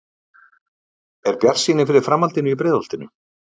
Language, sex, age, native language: Icelandic, male, 50-59, Icelandic